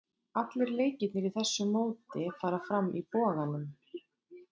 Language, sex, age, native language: Icelandic, female, 30-39, Icelandic